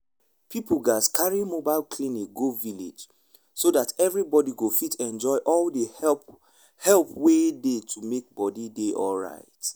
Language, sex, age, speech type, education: Nigerian Pidgin, male, 15-29, spontaneous, tertiary